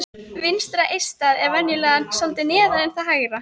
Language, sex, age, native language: Icelandic, female, 13, Icelandic